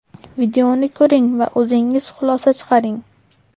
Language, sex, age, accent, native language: Uzbek, male, 12-17, Farg'ona, Uzbek